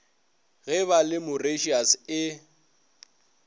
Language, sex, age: Northern Sotho, male, 22